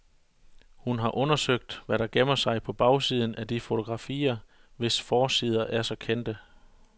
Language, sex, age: Danish, male, 41